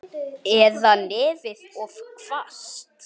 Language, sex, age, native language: Icelandic, male, 9, Icelandic